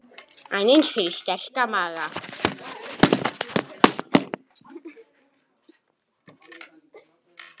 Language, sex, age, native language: Icelandic, male, 10, Icelandic